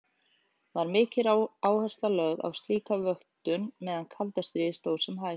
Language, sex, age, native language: Icelandic, female, 40-49, Icelandic